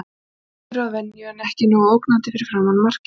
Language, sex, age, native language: Icelandic, female, 40-49, Icelandic